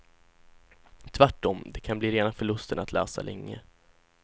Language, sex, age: Swedish, male, 16